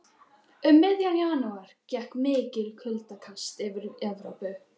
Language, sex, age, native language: Icelandic, other, 12, Icelandic